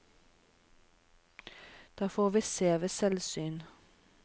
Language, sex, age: Norwegian, female, 36